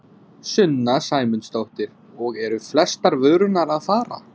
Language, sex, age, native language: Icelandic, male, 20-29, English